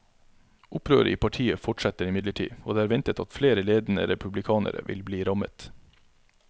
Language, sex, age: Norwegian, male, 33